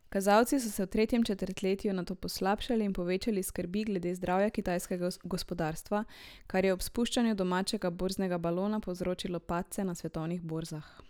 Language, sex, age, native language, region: Slovenian, male, 18-29, Slovenian, Drava region